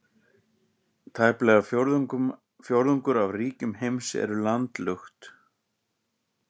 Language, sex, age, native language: Icelandic, male, 40-49, Icelandic